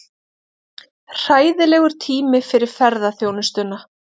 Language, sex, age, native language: Icelandic, female, 30-39, Icelandic